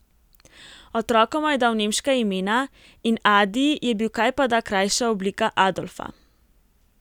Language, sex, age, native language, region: Slovenian, female, 18-29, Slovenian, Primorsko-notranjska region